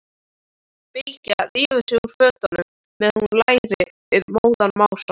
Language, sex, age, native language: Icelandic, male, 13, Icelandic